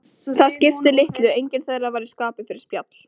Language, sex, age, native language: Icelandic, female, 13, Icelandic